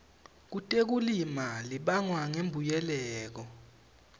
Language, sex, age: Swati, male, 18